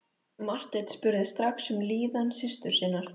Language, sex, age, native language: Icelandic, female, 13, Icelandic